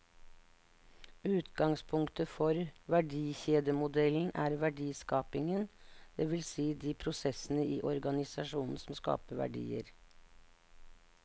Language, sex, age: Norwegian, female, 59